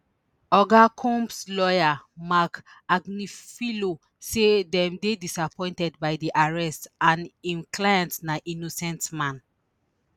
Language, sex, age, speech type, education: Nigerian Pidgin, female, 30-45, spontaneous, tertiary